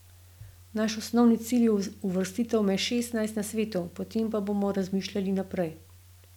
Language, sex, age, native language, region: Slovenian, female, 50-59, Slovenian, Gorenjska region